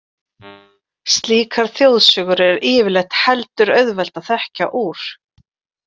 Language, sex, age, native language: Icelandic, female, 40-49, Icelandic